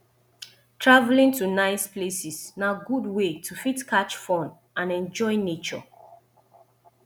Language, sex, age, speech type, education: Nigerian Pidgin, female, 15-29, spontaneous, tertiary